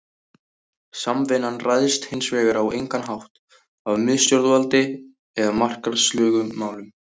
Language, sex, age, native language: Icelandic, male, 18-19, Icelandic